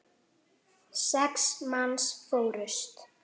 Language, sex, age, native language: Icelandic, female, 8, Icelandic